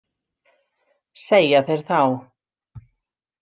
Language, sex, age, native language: Icelandic, female, 60-69, Icelandic